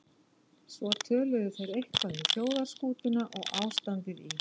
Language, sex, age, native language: Icelandic, female, 11, Icelandic